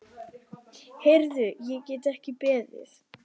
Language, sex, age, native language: Icelandic, male, 10, Icelandic